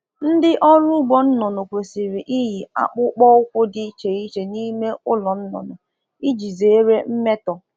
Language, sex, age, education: Igbo, female, 15-29, tertiary